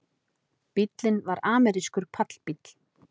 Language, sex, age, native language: Icelandic, female, 30-39, Icelandic